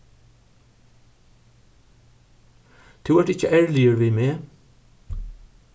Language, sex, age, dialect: Faroese, male, 61+, Suðurstreymoy